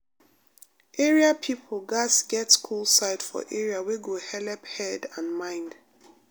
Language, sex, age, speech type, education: Nigerian Pidgin, female, 30-45, spontaneous, tertiary